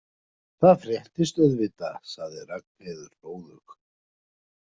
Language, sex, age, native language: Icelandic, male, 50-59, Icelandic